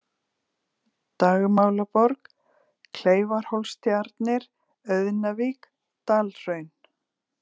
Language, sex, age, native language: Icelandic, female, 40-49, Icelandic